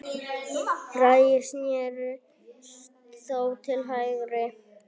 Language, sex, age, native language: Icelandic, female, 9, Icelandic